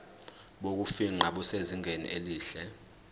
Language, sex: Zulu, male